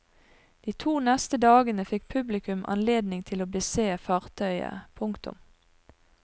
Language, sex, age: Norwegian, female, 42